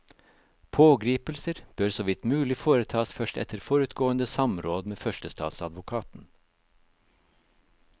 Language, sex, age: Norwegian, male, 56